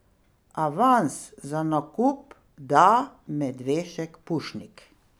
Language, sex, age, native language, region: Slovenian, female, 60+, Slovenian, Pomurje region